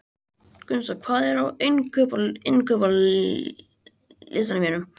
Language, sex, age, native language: Icelandic, male, 20-29, Icelandic